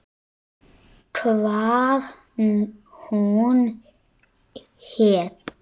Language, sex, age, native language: Icelandic, male, 9, Icelandic